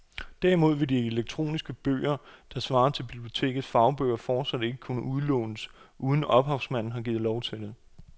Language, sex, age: Danish, male, 28